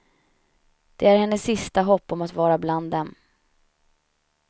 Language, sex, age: Swedish, female, 31